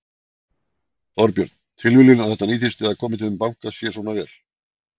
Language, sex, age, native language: Icelandic, male, 40-49, Icelandic